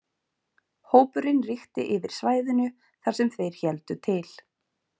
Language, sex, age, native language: Icelandic, female, 20-29, Icelandic